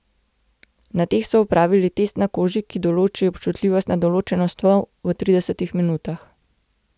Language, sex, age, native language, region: Slovenian, female, 18-29, Slovenian, Gorenjska region